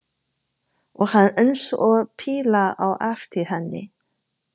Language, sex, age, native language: Icelandic, female, 30-39, Chinese